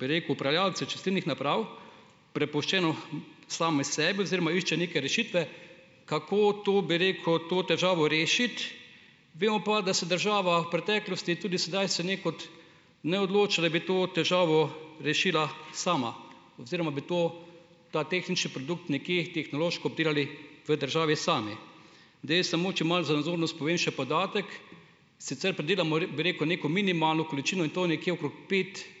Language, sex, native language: Slovenian, male, Slovenian